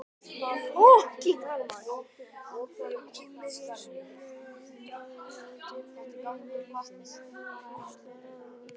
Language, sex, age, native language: Icelandic, male, 18-19, Icelandic